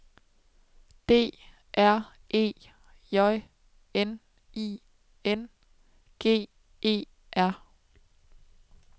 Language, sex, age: Danish, female, 27